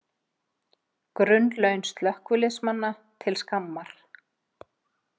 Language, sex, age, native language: Icelandic, female, 50-59, Icelandic